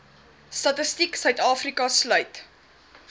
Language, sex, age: Afrikaans, female, 21